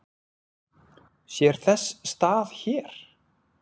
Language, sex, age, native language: Icelandic, male, 40-49, Icelandic